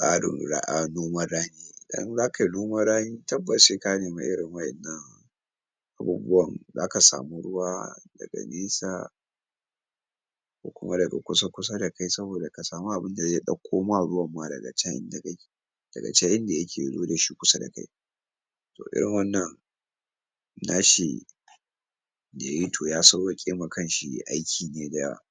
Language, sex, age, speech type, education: Hausa, male, 46-60, spontaneous, tertiary